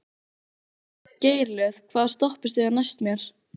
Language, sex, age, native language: Icelandic, female, 15, Icelandic